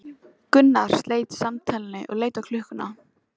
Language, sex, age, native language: Icelandic, female, 14, Icelandic